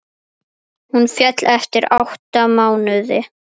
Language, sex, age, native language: Icelandic, female, 8, Icelandic